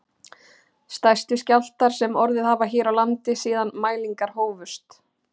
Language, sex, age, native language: Icelandic, female, 30-39, Icelandic